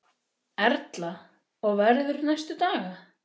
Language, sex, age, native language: Icelandic, male, 6, Icelandic